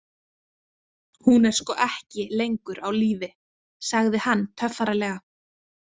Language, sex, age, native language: Icelandic, female, 20-29, Icelandic